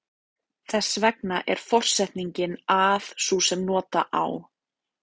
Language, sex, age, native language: Icelandic, female, 30-39, Icelandic